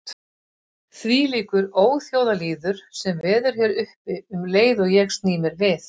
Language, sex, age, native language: Icelandic, female, 50-59, Icelandic